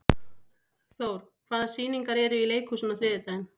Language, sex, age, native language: Icelandic, female, 40-49, Icelandic